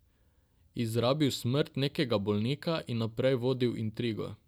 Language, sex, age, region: Slovenian, male, 18-29, Drava region